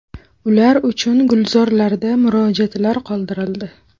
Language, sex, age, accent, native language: Uzbek, female, 25-34, Toshkent shahri, Uzbek